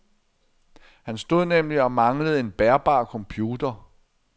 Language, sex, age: Danish, male, 60